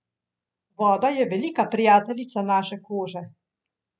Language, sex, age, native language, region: Slovenian, female, 50-59, Slovenian, Central Slovenia